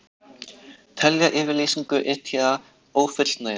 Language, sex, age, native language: Icelandic, other, 18-19, Icelandic